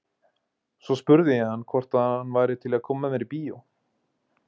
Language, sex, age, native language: Icelandic, male, 20-29, Icelandic